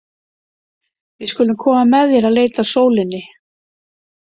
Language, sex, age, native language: Icelandic, female, 50-59, Icelandic